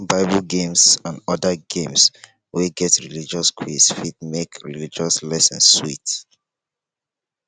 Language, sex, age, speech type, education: Nigerian Pidgin, male, 15-29, spontaneous, tertiary